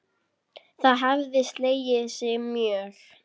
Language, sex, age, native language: Icelandic, female, 10, Icelandic